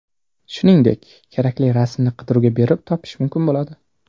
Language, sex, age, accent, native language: Uzbek, male, under 19, Jizzax, Uzbek